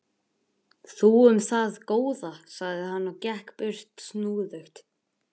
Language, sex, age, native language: Icelandic, male, 11, Icelandic